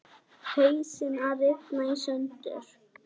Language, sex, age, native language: Icelandic, male, 9, Icelandic